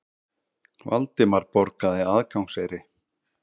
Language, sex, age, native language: Icelandic, male, 30-39, Icelandic